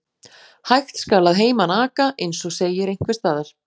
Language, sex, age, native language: Icelandic, female, 40-49, Icelandic